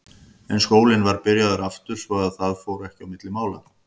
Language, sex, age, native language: Icelandic, male, 50-59, Icelandic